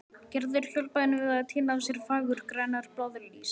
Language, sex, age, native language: Icelandic, male, 12, Icelandic